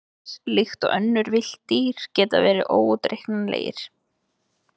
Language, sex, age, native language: Icelandic, female, 20-29, Icelandic